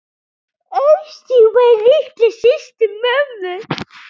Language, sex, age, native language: Icelandic, female, 9, Icelandic